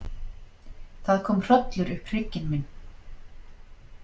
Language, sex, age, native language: Icelandic, female, 40-49, Icelandic